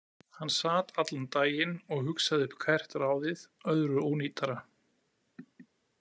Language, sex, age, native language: Icelandic, male, 40-49, Icelandic